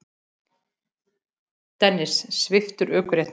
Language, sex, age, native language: Icelandic, female, 40-49, Icelandic